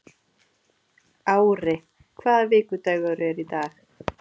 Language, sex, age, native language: Icelandic, female, 30-39, Icelandic